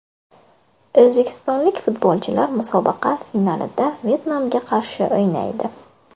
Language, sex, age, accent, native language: Uzbek, female, 18-24, Buxoro, Uzbek